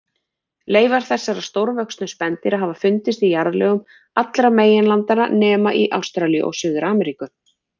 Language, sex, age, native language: Icelandic, female, 40-49, Icelandic